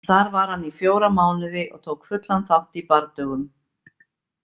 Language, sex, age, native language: Icelandic, female, 50-59, Icelandic